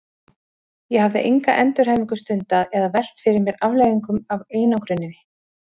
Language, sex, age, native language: Icelandic, female, 40-49, Icelandic